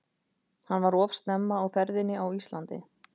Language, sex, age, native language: Icelandic, female, 30-39, Icelandic